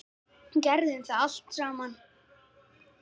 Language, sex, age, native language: Icelandic, female, 10, Icelandic